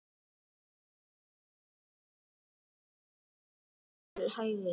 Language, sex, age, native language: Icelandic, male, 18-19, Icelandic